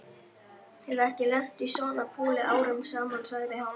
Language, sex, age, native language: Icelandic, male, 12, Icelandic